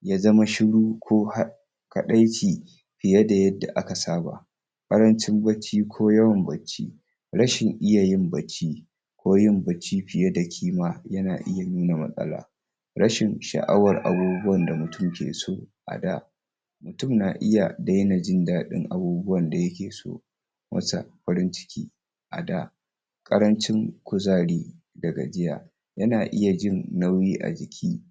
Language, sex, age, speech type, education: Hausa, male, 46-60, spontaneous, tertiary